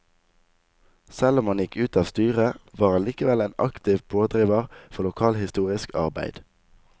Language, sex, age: Norwegian, male, 19